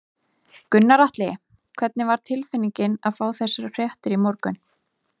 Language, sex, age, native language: Icelandic, female, 30-39, Icelandic